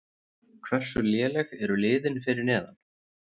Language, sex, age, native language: Icelandic, male, 20-29, Icelandic